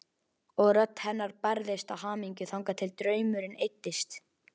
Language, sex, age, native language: Icelandic, male, 11, Icelandic